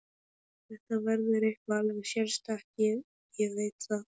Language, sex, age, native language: Icelandic, male, 11, Polish